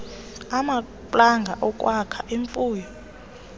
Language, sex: Xhosa, female